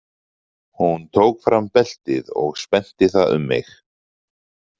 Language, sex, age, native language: Icelandic, male, 40-49, Icelandic